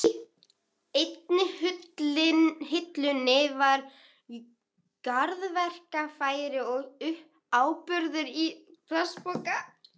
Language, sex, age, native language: Icelandic, female, 11, Icelandic